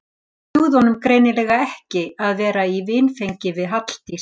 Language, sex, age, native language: Icelandic, female, 60-69, Icelandic